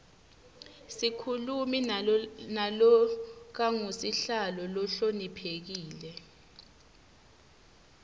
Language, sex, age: Swati, female, 20